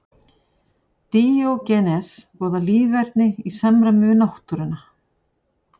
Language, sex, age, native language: Icelandic, female, 40-49, Icelandic